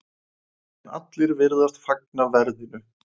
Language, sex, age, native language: Icelandic, male, 20-29, Icelandic